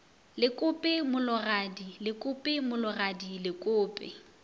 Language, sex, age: Northern Sotho, female, 24